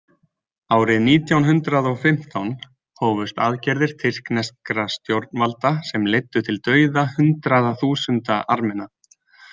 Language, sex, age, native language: Icelandic, male, 20-29, Icelandic